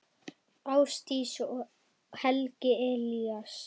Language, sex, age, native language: Icelandic, female, 10, Icelandic